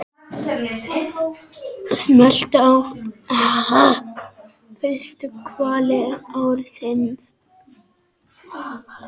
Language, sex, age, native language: Icelandic, male, 6, Icelandic